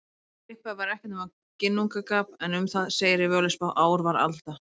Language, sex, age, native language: Icelandic, female, 30-39, Icelandic